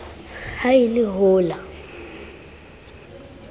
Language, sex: Southern Sotho, female